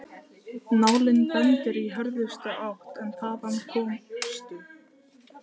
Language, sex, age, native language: Icelandic, female, 15, Icelandic